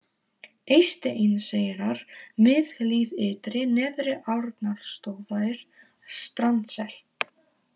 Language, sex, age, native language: Icelandic, female, 18-19, Polish